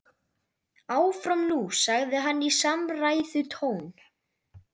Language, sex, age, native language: Icelandic, male, 12, Icelandic